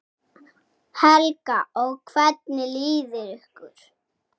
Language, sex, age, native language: Icelandic, male, 6, Icelandic